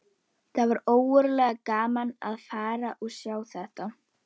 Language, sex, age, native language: Icelandic, female, 11, Icelandic